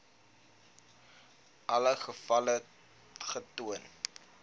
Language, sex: Afrikaans, male